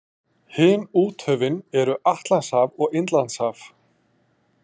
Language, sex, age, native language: Icelandic, male, 40-49, Icelandic